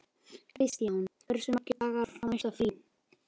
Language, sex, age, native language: Icelandic, male, 12, Icelandic